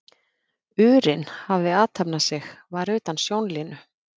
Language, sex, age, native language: Icelandic, female, 50-59, Icelandic